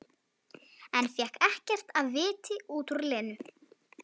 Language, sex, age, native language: Icelandic, female, 11, Icelandic